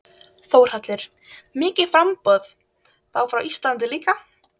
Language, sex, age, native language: Icelandic, female, 12, Icelandic